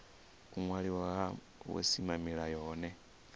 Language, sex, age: Venda, male, 34